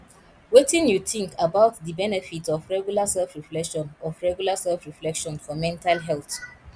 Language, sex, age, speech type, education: Nigerian Pidgin, female, 30-45, spontaneous, tertiary